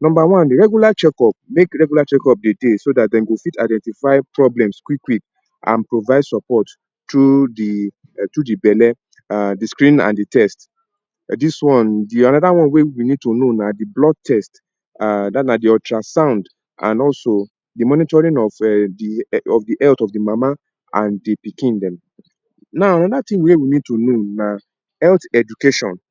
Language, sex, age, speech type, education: Nigerian Pidgin, male, 30-45, spontaneous, tertiary